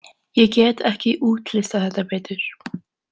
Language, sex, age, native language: Icelandic, female, 18-19, Icelandic